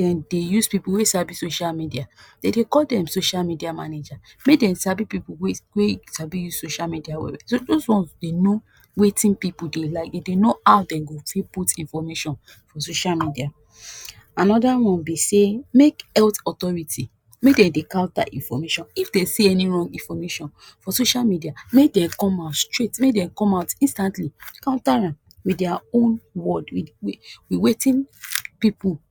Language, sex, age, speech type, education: Nigerian Pidgin, female, 15-29, spontaneous, tertiary